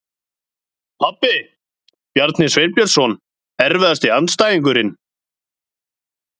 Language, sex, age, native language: Icelandic, male, 30-39, Icelandic